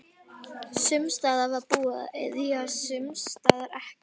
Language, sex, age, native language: Icelandic, female, 11, Icelandic